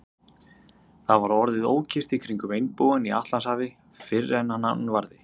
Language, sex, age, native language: Icelandic, male, 30-39, Icelandic